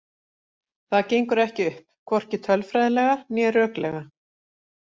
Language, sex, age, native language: Icelandic, female, 40-49, Icelandic